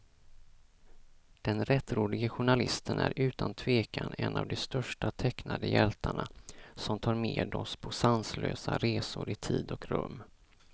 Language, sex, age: Swedish, male, 34